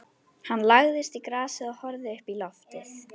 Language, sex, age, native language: Icelandic, female, 11, Icelandic